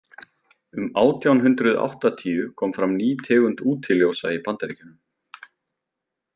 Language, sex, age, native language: Icelandic, male, 20-29, Icelandic